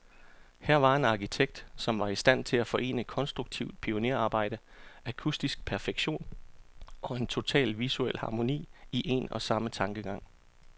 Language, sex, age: Danish, male, 34